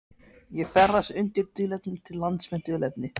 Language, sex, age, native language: Icelandic, male, 13, Icelandic